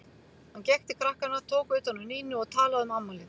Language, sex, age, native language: Icelandic, female, 50-59, Icelandic